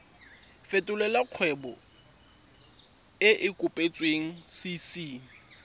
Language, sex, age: Tswana, male, 24